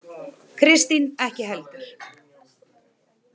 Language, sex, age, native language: Icelandic, female, 30-39, Icelandic